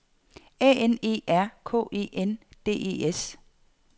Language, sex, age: Danish, female, 48